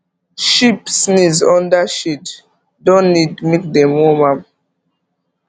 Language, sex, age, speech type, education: Nigerian Pidgin, female, 15-29, spontaneous, tertiary